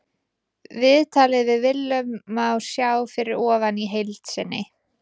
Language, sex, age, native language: Icelandic, female, 20-29, Icelandic